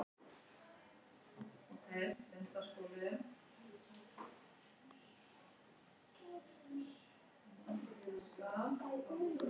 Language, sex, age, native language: Icelandic, male, 18-19, Icelandic